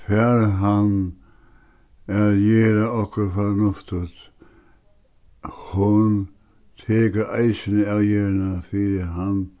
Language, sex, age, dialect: Faroese, male, 61+, Suðuroy